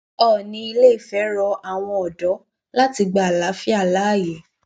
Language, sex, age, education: Yoruba, female, 15-29, tertiary